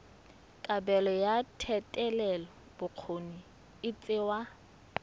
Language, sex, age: Tswana, female, 22